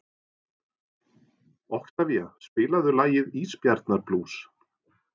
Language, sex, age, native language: Icelandic, male, 40-49, Norwegian